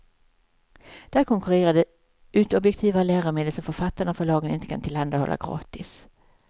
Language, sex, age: Swedish, female, 55